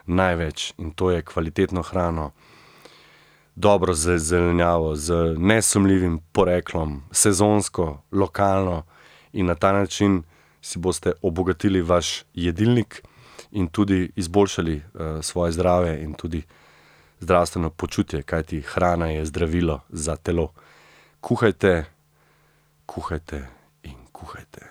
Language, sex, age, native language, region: Slovenian, male, 30-49, Slovenian, Central Slovenia